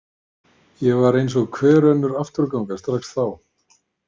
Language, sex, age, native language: Icelandic, male, 50-59, Icelandic